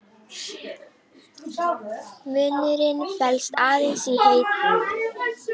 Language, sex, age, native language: Icelandic, female, 18-19, Icelandic